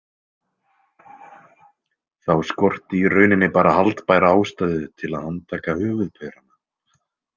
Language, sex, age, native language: Icelandic, male, 20-29, Icelandic